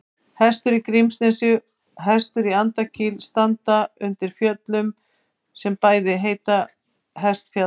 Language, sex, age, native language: Icelandic, female, 50-59, Icelandic